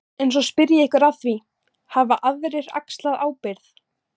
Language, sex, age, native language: Icelandic, female, 18-19, Icelandic